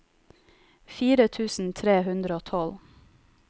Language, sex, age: Norwegian, female, 31